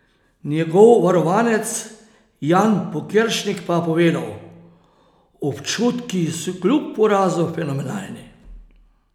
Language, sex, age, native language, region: Slovenian, male, 30-49, Slovenian, Posavska region